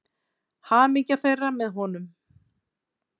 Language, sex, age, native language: Icelandic, female, 40-49, Icelandic